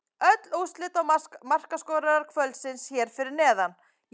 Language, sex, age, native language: Icelandic, female, 30-39, Icelandic